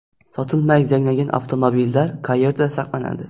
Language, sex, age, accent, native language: Uzbek, male, 12-17, Xorazm, Uzbek